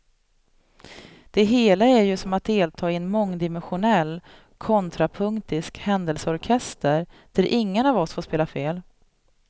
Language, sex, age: Swedish, female, 37